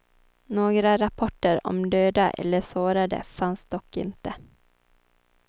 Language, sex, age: Swedish, female, 23